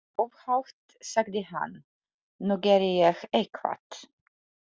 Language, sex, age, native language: Icelandic, female, 40-49, Polish